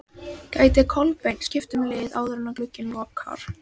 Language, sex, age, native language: Icelandic, female, 12, Icelandic